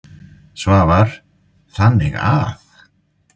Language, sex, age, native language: Icelandic, male, 50-59, Icelandic